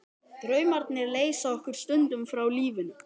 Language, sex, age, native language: Icelandic, male, 11, Icelandic